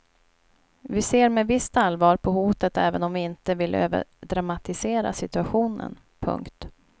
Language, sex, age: Swedish, female, 29